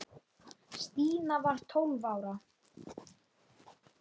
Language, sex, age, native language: Icelandic, male, 9, Icelandic